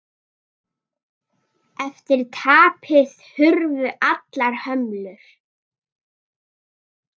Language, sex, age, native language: Icelandic, female, 9, Icelandic